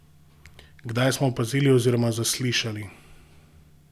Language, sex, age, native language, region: Slovenian, male, 18-29, Slovenian, Gorenjska region